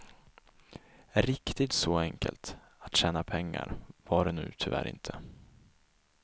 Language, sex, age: Swedish, male, 24